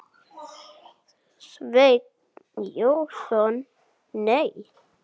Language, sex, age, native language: Icelandic, male, 7, Icelandic